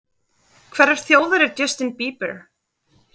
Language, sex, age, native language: Icelandic, female, 30-39, Icelandic